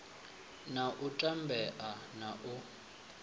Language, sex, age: Venda, male, 24